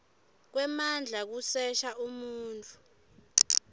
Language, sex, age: Swati, female, 21